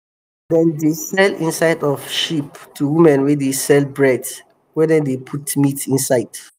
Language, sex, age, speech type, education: Nigerian Pidgin, male, 30-45, spontaneous, tertiary